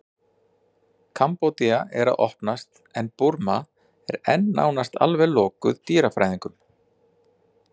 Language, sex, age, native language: Icelandic, male, 40-49, Icelandic